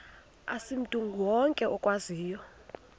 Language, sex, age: Xhosa, female, 21